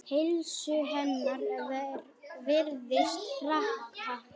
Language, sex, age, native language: Icelandic, male, 9, Icelandic